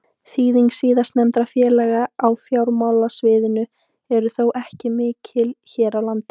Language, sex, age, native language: Icelandic, female, 18-19, Icelandic